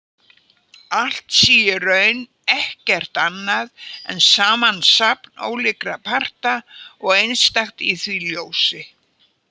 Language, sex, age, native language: Icelandic, female, 80-89, Icelandic